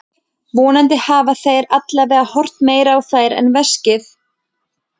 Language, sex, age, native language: Icelandic, female, 20-29, Icelandic